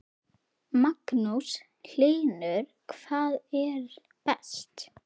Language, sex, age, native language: Icelandic, female, 8, Icelandic